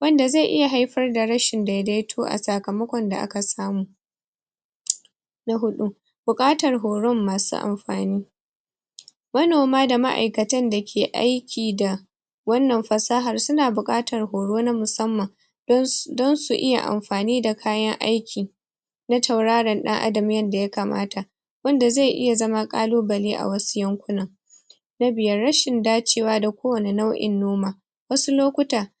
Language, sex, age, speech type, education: Hausa, female, 15-29, spontaneous, tertiary